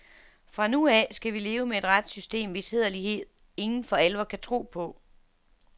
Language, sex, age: Danish, female, 47